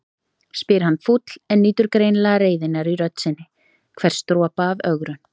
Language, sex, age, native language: Icelandic, female, 30-39, Icelandic